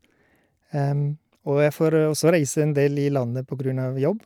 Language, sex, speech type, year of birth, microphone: Norwegian, male, spontaneous, 1972, Shure